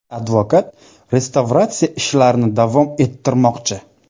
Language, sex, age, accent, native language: Uzbek, male, 18-24, Sirdaryo, Uzbek